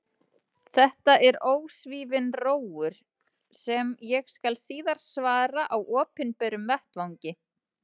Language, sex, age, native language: Icelandic, female, 30-39, Icelandic